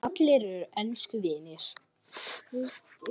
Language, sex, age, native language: Icelandic, female, 10, Icelandic